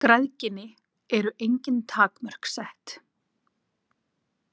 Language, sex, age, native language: Icelandic, female, 40-49, Icelandic